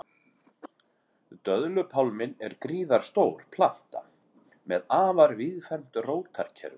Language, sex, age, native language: Icelandic, male, 40-49, Icelandic